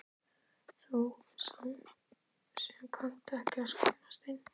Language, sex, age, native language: Icelandic, male, 11, Icelandic